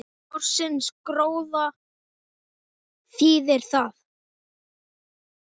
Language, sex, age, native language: Icelandic, male, 8, Icelandic